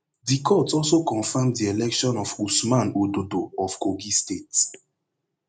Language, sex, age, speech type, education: Nigerian Pidgin, male, 15-29, spontaneous, tertiary